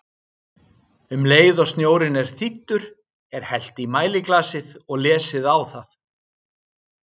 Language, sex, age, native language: Icelandic, male, 60-69, Icelandic